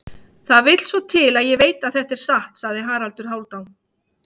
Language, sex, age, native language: Icelandic, female, 50-59, Icelandic